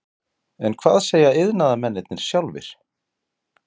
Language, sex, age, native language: Icelandic, male, 40-49, Icelandic